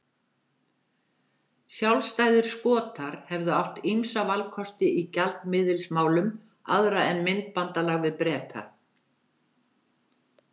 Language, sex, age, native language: Icelandic, female, 70-79, Icelandic